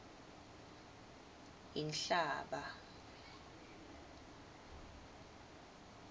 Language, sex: Swati, female